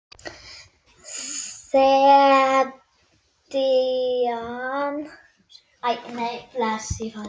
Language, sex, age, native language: Icelandic, male, 8, Icelandic